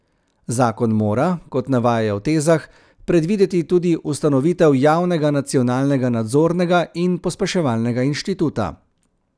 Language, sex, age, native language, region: Slovenian, male, 30-49, Slovenian, Central Slovenia